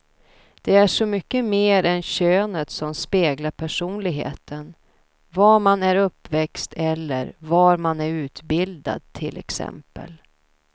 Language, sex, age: Swedish, female, 32